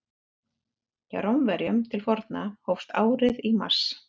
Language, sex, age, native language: Icelandic, female, 30-39, Icelandic